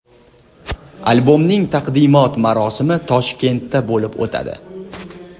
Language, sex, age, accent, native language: Uzbek, male, 25-34, Andijon, Uzbek